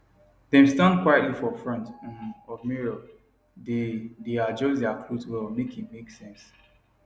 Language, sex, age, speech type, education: Nigerian Pidgin, male, 15-29, spontaneous, tertiary